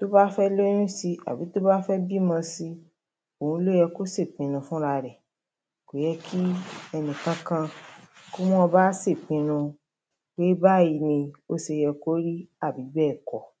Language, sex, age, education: Yoruba, female, 30-45, primary